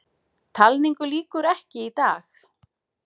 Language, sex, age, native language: Icelandic, female, 40-49, Icelandic